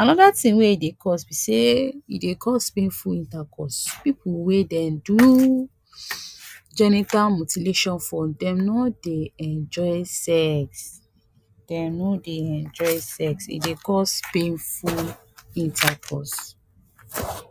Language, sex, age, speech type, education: Nigerian Pidgin, female, 15-29, spontaneous, tertiary